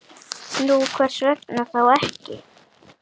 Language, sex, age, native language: Icelandic, female, 9, Icelandic